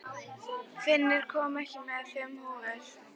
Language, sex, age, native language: Icelandic, female, 11, Icelandic